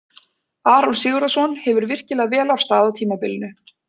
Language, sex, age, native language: Icelandic, female, 20-29, Icelandic